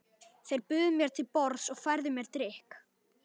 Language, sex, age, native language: Icelandic, male, 11, Icelandic